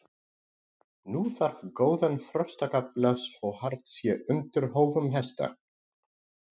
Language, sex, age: Icelandic, male, 40-49